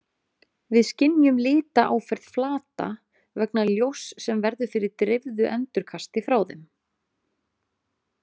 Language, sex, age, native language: Icelandic, female, 30-39, Icelandic